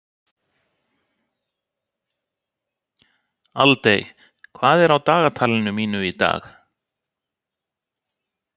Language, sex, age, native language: Icelandic, male, 60-69, Icelandic